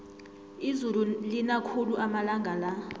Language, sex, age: South Ndebele, female, 25